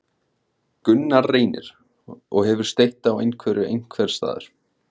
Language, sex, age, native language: Icelandic, male, 16, Icelandic